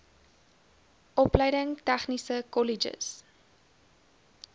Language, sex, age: Afrikaans, female, 20